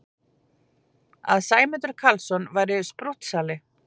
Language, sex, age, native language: Icelandic, female, 40-49, Icelandic